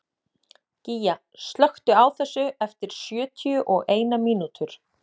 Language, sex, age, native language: Icelandic, female, 30-39, Icelandic